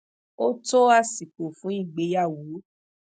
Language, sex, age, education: Yoruba, female, 15-29, tertiary